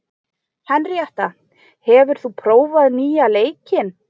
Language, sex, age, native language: Icelandic, female, 20-29, Icelandic